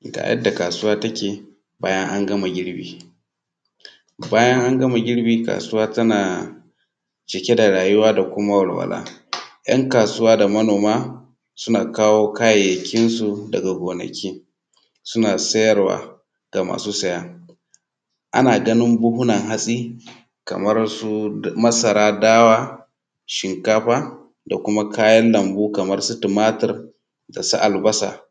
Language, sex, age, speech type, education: Hausa, male, 30-45, spontaneous, tertiary